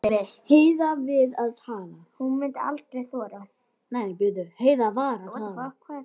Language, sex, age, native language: Icelandic, female, 10, Icelandic